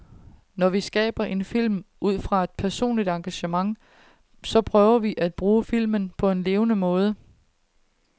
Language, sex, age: Danish, female, 30